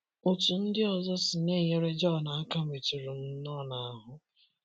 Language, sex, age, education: Igbo, male, 15-29, secondary